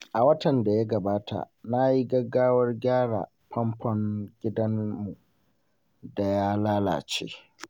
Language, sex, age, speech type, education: Hausa, male, 15-29, spontaneous, secondary